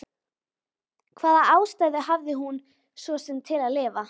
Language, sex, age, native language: Icelandic, female, 12, Icelandic